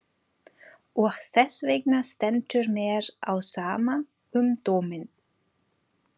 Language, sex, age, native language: Icelandic, female, 40-49, German